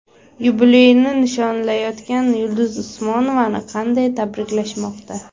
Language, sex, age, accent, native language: Uzbek, female, 18-24, Surxondaryo, Uzbek